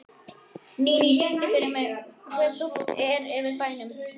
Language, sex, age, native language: Icelandic, male, 11, Icelandic